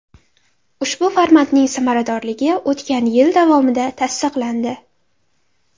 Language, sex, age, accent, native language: Uzbek, female, 12-17, Andijon, Uzbek